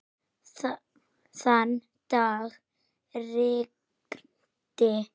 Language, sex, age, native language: Icelandic, female, 6, Icelandic